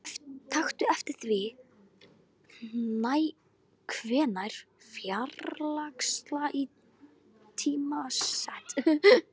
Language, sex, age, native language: Icelandic, female, 12, Icelandic